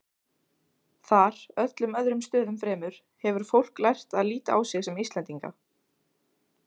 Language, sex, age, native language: Icelandic, female, 16, Icelandic